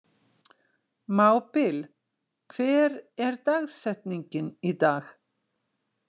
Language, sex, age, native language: Icelandic, female, 60-69, Icelandic